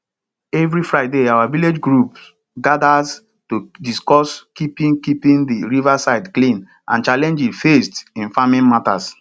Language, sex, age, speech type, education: Nigerian Pidgin, male, 30-45, spontaneous, tertiary